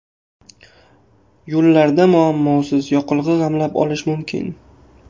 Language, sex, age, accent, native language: Uzbek, male, 18-24, Qashqadaryo, Uzbek